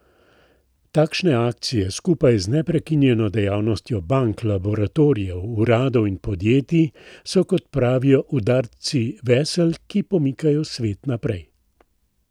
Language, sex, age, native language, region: Slovenian, male, 60+, Slovenian, Central Slovenia